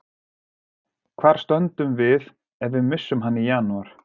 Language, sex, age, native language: Icelandic, male, 40-49, Icelandic